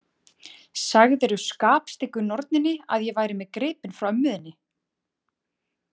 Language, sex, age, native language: Icelandic, female, 20-29, Icelandic